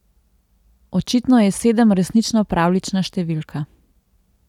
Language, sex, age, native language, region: Slovenian, female, 30-49, Slovenian, Central Slovenia